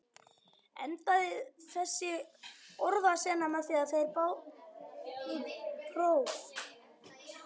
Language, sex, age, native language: Icelandic, male, 11, Icelandic